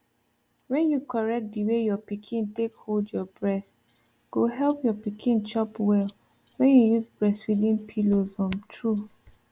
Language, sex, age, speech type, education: Nigerian Pidgin, female, 15-29, spontaneous, tertiary